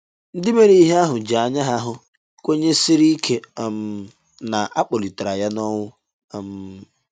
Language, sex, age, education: Igbo, male, 15-29, tertiary